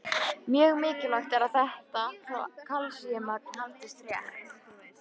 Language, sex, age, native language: Icelandic, female, 13, Icelandic